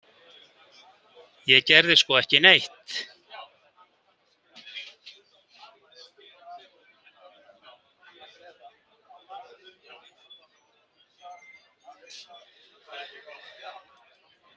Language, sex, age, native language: Icelandic, male, 50-59, Icelandic